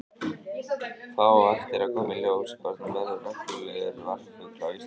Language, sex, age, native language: Icelandic, male, 18-19, Icelandic